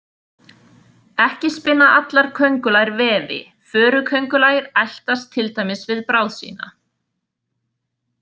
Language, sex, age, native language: Icelandic, female, 20-29, Icelandic